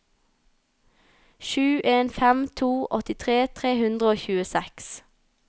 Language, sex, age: Norwegian, female, 19